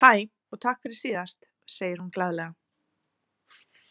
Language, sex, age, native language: Icelandic, female, 30-39, Icelandic